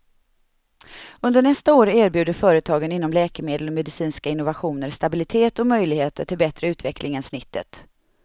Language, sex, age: Swedish, female, 31